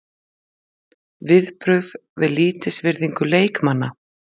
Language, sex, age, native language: Icelandic, female, 40-49, Icelandic